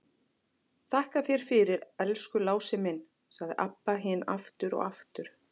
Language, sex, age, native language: Icelandic, female, 40-49, Icelandic